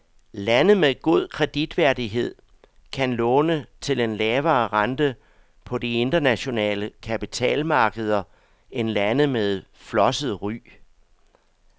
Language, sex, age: Danish, male, 62